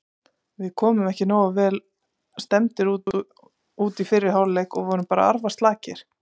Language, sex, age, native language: Icelandic, female, 30-39, Icelandic